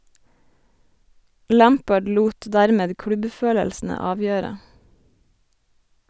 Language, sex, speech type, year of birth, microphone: Norwegian, female, read, 1987, Sennheiser